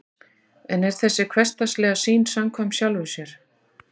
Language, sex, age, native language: Icelandic, female, 40-49, Icelandic